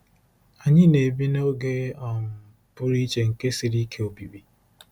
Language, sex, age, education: Igbo, male, 15-29, tertiary